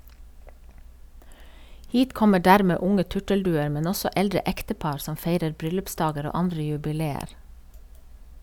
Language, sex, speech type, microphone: Norwegian, female, read, Sennheiser